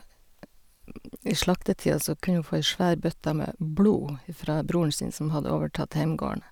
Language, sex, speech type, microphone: Norwegian, female, spontaneous, Sennheiser